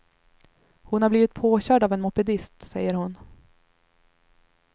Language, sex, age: Swedish, female, 21